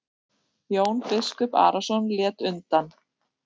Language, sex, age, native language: Icelandic, female, 6, Icelandic